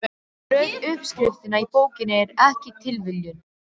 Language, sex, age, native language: Icelandic, female, 12, Serbo-Croatian